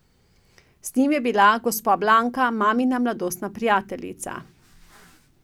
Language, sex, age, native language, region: Slovenian, female, 50-59, Slovenian, Drava region